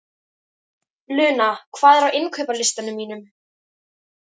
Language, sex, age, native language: Icelandic, female, 13, Icelandic